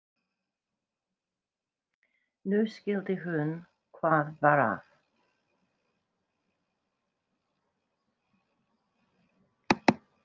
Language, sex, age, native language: Icelandic, female, 60-69, English